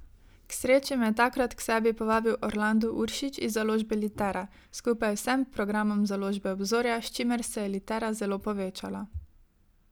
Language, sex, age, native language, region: Slovenian, female, 18-29, Slovenian, Savinja region